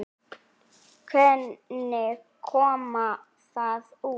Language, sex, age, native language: Icelandic, female, 8, Icelandic